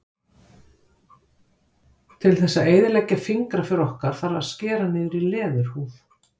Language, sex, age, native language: Icelandic, female, 50-59, Icelandic